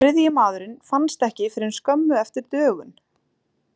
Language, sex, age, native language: Icelandic, female, 20-29, Icelandic